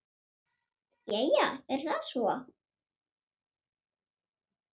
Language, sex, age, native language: Icelandic, female, 7, Swedish